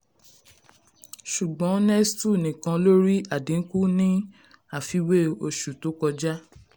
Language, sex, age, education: Yoruba, female, 15-29, secondary